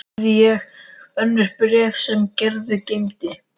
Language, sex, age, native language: Icelandic, male, 13, Icelandic